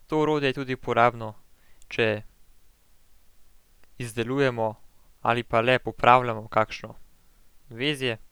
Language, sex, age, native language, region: Slovenian, male, 18-29, Slovenian, Central Slovenia